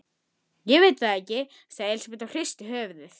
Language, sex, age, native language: Icelandic, female, 10, Icelandic